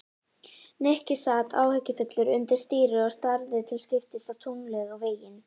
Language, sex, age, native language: Icelandic, female, 18-19, Icelandic